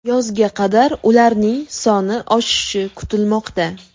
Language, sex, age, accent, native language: Uzbek, female, 18-24, Toshkent shahri, Uzbek